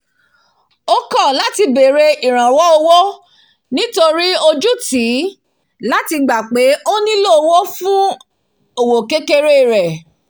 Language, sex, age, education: Yoruba, female, 46-60, tertiary